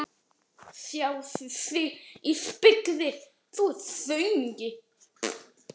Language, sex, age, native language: Icelandic, other, 18-19, Icelandic